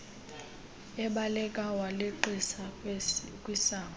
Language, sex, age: Xhosa, female, 22